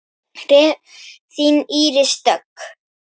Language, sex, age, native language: Icelandic, female, 8, Icelandic